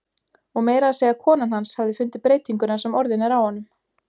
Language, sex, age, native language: Icelandic, female, 20-29, Icelandic